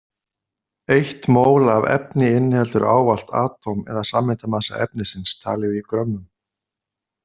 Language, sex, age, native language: Icelandic, male, 50-59, Icelandic